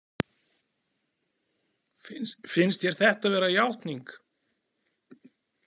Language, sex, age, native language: Icelandic, male, 40-49, Icelandic